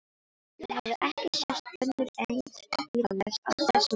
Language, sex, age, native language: Icelandic, female, 18-19, Filipino